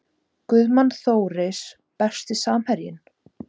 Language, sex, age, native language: Icelandic, female, 17, Icelandic